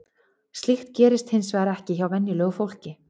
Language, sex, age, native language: Icelandic, female, 30-39, Icelandic